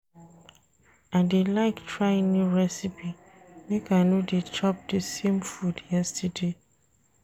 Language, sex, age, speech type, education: Nigerian Pidgin, female, 30-45, read, tertiary